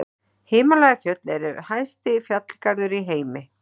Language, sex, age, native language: Icelandic, female, 40-49, Icelandic